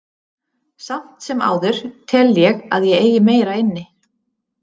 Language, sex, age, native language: Icelandic, female, 30-39, Icelandic